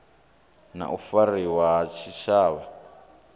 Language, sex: Venda, male